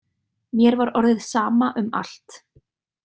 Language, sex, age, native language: Icelandic, female, 30-39, Icelandic